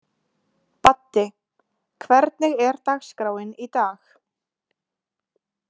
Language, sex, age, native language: Icelandic, female, 20-29, Icelandic